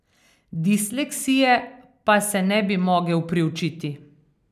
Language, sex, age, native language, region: Slovenian, female, 50-59, Slovenian, Carinthia region